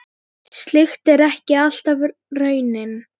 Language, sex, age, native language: Icelandic, female, 9, Icelandic